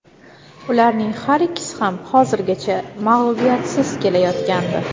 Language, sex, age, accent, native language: Uzbek, female, 19-29, Navoiy, Uzbek